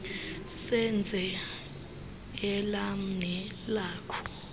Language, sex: Xhosa, female